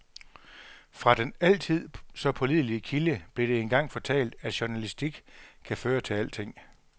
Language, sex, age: Danish, male, 42